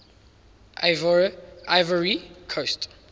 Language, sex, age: English, male, 19